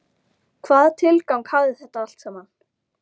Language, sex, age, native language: Icelandic, female, 13, Icelandic